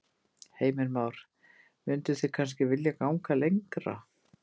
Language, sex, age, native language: Icelandic, female, 50-59, Icelandic